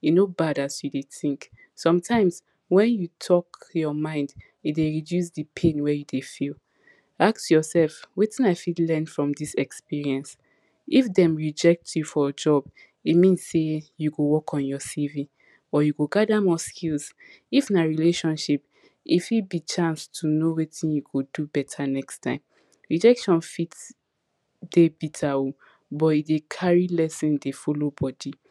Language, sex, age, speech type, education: Nigerian Pidgin, female, 15-29, spontaneous, tertiary